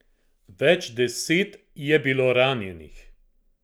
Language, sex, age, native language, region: Slovenian, male, 50-59, Slovenian, Central Slovenia